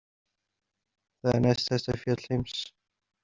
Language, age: Icelandic, 20-29